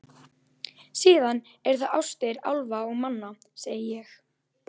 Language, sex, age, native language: Icelandic, female, 12, Icelandic